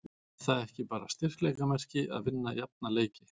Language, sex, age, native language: Icelandic, male, 40-49, Icelandic